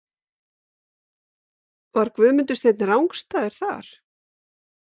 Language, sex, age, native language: Icelandic, female, 50-59, Icelandic